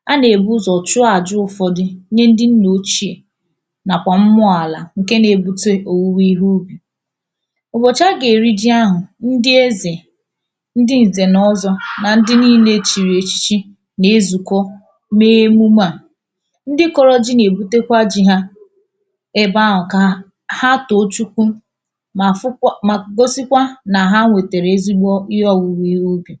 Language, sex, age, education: Igbo, female, 15-29, tertiary